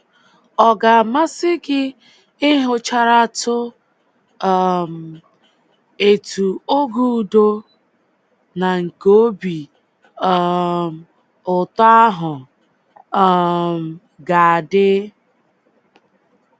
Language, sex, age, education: Igbo, female, 15-29, tertiary